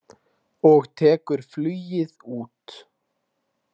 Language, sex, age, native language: Icelandic, male, 18-19, Icelandic